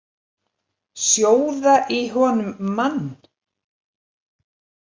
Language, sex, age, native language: Icelandic, female, 70-79, Icelandic